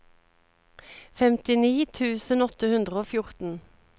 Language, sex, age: Norwegian, female, 36